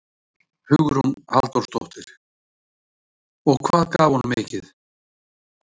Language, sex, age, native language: Icelandic, male, 60-69, Icelandic